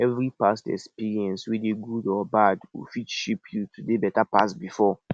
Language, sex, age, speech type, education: Nigerian Pidgin, male, 46-60, spontaneous, tertiary